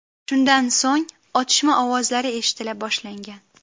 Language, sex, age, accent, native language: Uzbek, female, 18-24, Qashqadaryo, Uzbek